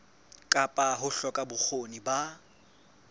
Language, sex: Southern Sotho, female